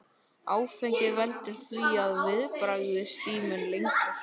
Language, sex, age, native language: Icelandic, male, 11, Icelandic